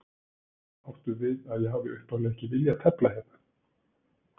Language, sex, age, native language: Icelandic, male, 60-69, Icelandic